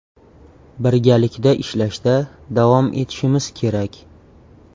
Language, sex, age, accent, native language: Uzbek, male, 18-24, Toshkent viloyati, Uzbek